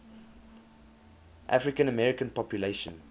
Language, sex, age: English, male, 24